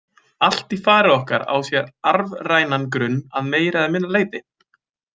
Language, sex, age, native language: Icelandic, male, 20-29, Icelandic